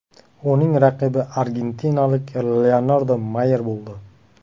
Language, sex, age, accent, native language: Uzbek, male, 18-24, Qashqadaryo, Uzbek